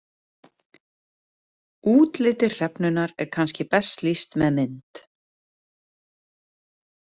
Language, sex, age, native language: Icelandic, female, 30-39, Icelandic